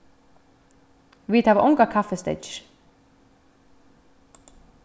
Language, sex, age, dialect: Faroese, female, 15-35, Vágar